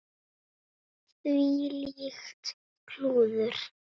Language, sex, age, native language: Icelandic, male, 7, Icelandic